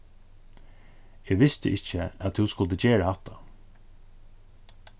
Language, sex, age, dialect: Faroese, male, 36-60, Suðurstreymoy